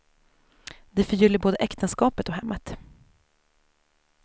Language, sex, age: Swedish, female, 28